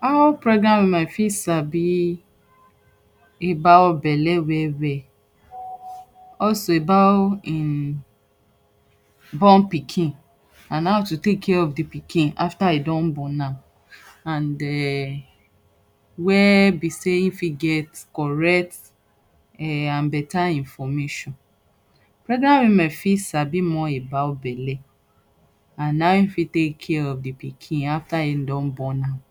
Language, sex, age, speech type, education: Nigerian Pidgin, female, 30-45, spontaneous, tertiary